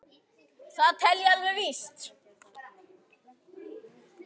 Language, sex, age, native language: Icelandic, female, 10, Icelandic